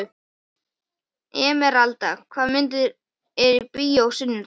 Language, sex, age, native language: Icelandic, male, 11, Icelandic